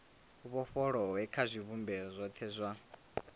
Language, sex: Venda, male